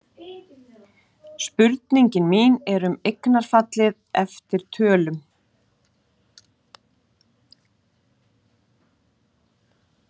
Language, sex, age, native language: Icelandic, female, 40-49, Icelandic